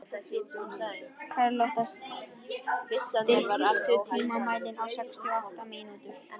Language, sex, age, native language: Icelandic, female, 13, Icelandic